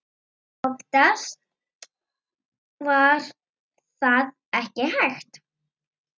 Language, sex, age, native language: Icelandic, female, 7, Icelandic